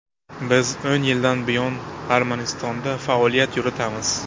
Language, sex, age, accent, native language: Uzbek, male, 18-24, Buxoro, Uzbek